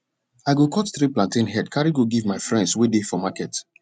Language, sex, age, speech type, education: Nigerian Pidgin, male, 30-45, spontaneous, tertiary